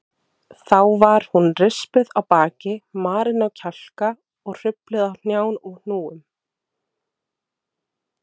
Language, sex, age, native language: Icelandic, female, 30-39, Icelandic